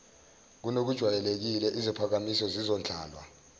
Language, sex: Zulu, male